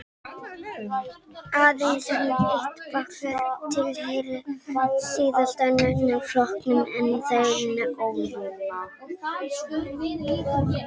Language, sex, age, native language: Icelandic, female, 18-19, Icelandic